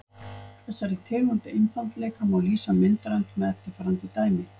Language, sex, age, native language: Icelandic, female, 50-59, Icelandic